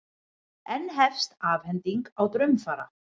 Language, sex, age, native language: Icelandic, female, 50-59, Icelandic